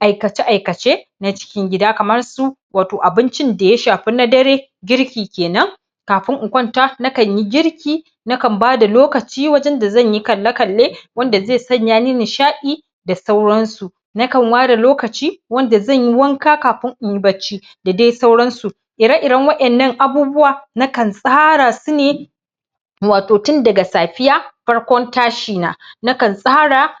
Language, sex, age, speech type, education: Hausa, male, 15-29, spontaneous, primary